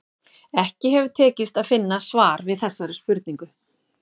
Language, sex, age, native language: Icelandic, female, 40-49, Icelandic